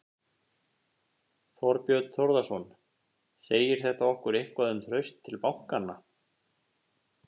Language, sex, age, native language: Icelandic, male, 50-59, Icelandic